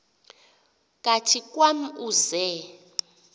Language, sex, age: Xhosa, female, 28